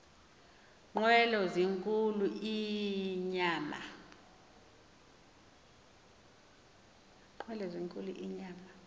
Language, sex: Xhosa, female